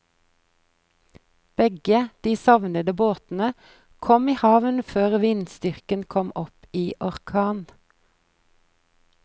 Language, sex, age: Norwegian, female, 43